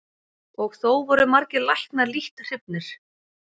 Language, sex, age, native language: Icelandic, female, 30-39, Icelandic